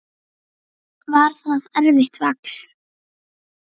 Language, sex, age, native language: Icelandic, female, 9, Icelandic